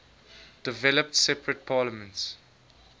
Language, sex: English, male